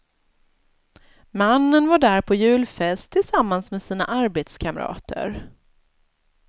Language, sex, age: Swedish, female, 36